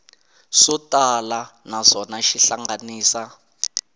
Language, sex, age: Tsonga, male, 19